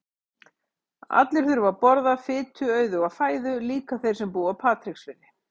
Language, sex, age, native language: Icelandic, female, 50-59, Icelandic